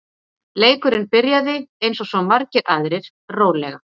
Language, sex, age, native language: Icelandic, female, 40-49, Icelandic